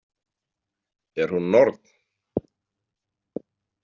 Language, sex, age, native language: Icelandic, male, 40-49, Icelandic